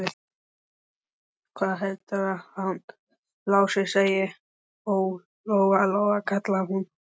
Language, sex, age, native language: Icelandic, male, 12, Icelandic